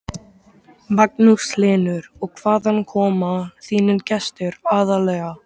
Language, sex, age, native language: Icelandic, male, 13, Icelandic